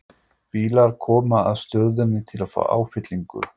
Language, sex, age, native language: Icelandic, male, 40-49, Icelandic